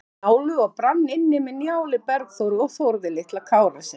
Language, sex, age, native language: Icelandic, female, 50-59, Icelandic